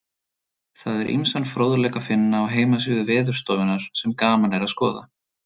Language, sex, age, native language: Icelandic, male, 30-39, Icelandic